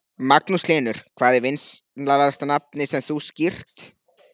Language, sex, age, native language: Icelandic, male, 14, Icelandic